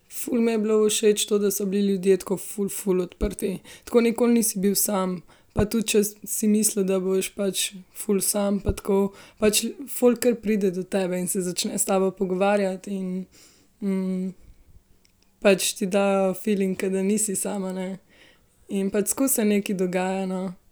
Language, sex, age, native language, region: Slovenian, female, 18-29, Slovenian, Central Slovenia